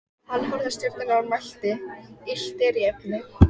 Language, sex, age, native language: Icelandic, female, 14, Icelandic